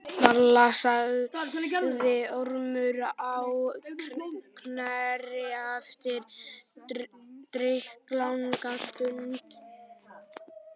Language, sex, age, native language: Icelandic, male, 12, Icelandic